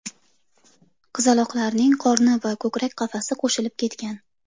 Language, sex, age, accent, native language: Uzbek, female, 25-34, Toshkent shahri, Uzbek